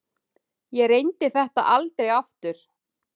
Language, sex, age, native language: Icelandic, female, 9, Icelandic